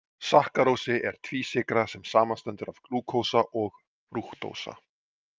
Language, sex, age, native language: Icelandic, male, 40-49, Icelandic